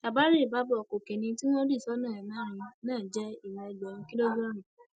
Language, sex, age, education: Yoruba, female, 15-29, tertiary